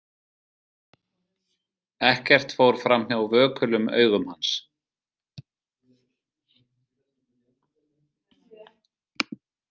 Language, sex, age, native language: Icelandic, male, 40-49, Icelandic